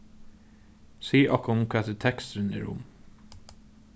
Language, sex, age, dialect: Faroese, male, 15-35, Norðurstreymoy/Eysturoy